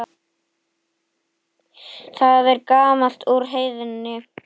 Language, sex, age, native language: Icelandic, male, 8, Icelandic